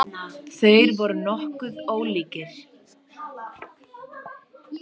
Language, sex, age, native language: Icelandic, male, 8, Icelandic